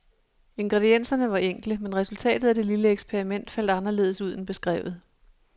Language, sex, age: Danish, female, 37